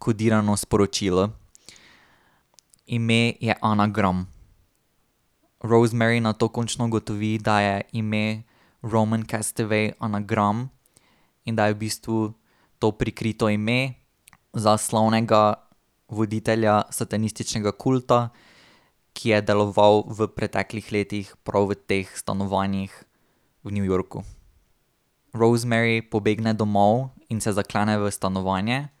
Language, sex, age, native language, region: Slovenian, male, 18-29, Slovenian, Drava region